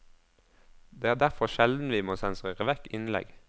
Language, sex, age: Norwegian, male, 22